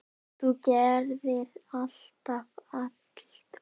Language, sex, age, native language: Icelandic, male, 10, Icelandic